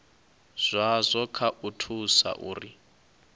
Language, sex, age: Venda, male, 22